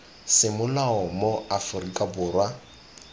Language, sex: Tswana, male